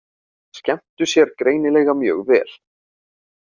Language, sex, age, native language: Icelandic, male, 30-39, Icelandic